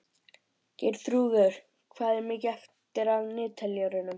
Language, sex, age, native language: Icelandic, male, 12, Icelandic